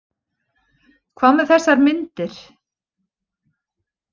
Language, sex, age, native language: Icelandic, female, 20-29, Icelandic